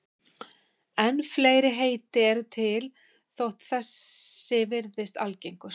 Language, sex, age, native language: Icelandic, female, 50-59, Icelandic